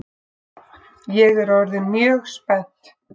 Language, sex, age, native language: Icelandic, female, 6, Icelandic